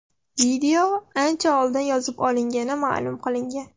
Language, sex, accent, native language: Uzbek, female, Surxondaryo, Russian